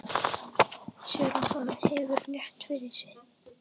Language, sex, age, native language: Icelandic, male, 11, Icelandic